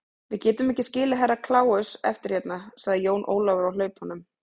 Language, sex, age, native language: Icelandic, female, 30-39, Icelandic